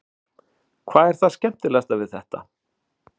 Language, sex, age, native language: Icelandic, male, 40-49, Icelandic